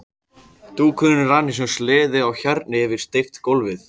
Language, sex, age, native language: Icelandic, male, 14, Icelandic